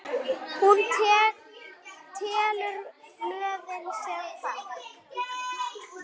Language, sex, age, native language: Icelandic, female, 9, Icelandic